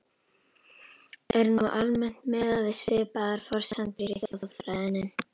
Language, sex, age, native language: Icelandic, female, 12, Icelandic